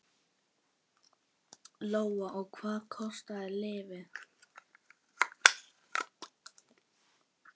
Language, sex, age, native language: Icelandic, female, 10, Icelandic